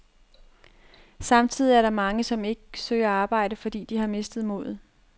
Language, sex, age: Danish, female, 30